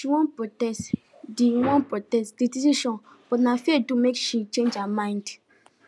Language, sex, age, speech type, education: Nigerian Pidgin, female, 15-29, spontaneous, tertiary